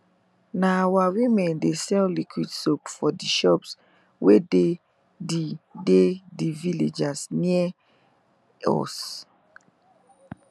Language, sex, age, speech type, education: Nigerian Pidgin, female, 15-29, spontaneous, tertiary